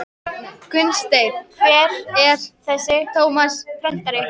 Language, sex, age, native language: Icelandic, female, 13, Icelandic